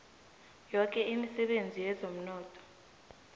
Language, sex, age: South Ndebele, female, 18